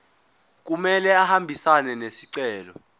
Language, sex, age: Zulu, male, 20